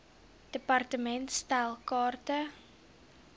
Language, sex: Afrikaans, female